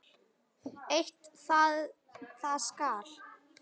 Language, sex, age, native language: Icelandic, female, 9, Icelandic